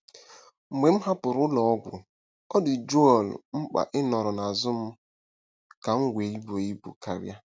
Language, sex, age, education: Igbo, male, 15-29, tertiary